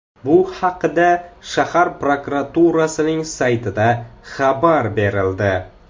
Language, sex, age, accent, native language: Uzbek, male, 18-24, Samarqand, Uzbek